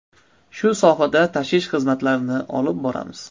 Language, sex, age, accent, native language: Uzbek, male, 25-34, Andijon, Uzbek